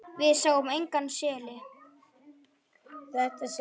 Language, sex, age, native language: Icelandic, female, 9, Icelandic